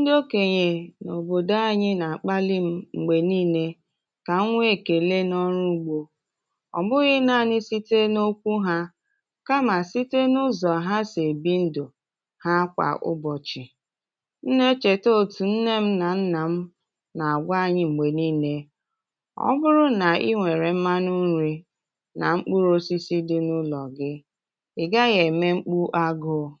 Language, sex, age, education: Igbo, female, 15-29, tertiary